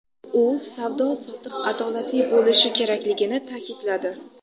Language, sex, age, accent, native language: Uzbek, female, under 19, Xorazm, Uzbek